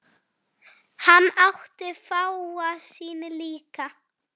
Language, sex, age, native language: Icelandic, female, 9, Icelandic